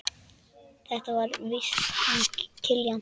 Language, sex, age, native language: Icelandic, male, 10, Icelandic